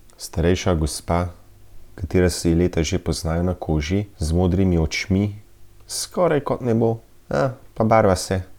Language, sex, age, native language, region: Slovenian, male, 30-49, Slovenian, Central Slovenia